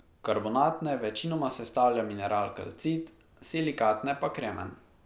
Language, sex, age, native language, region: Slovenian, male, 18-29, Slovenian, Pomurje region